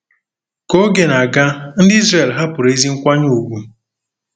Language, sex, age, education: Igbo, male, 15-29, tertiary